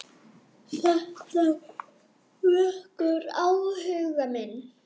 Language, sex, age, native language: Icelandic, female, 8, Icelandic